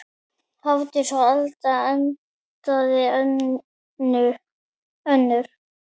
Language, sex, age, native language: Icelandic, female, 9, Icelandic